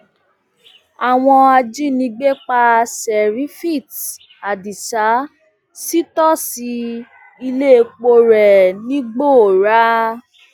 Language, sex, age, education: Yoruba, female, 30-45, tertiary